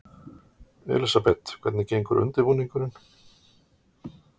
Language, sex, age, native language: Icelandic, male, 50-59, Icelandic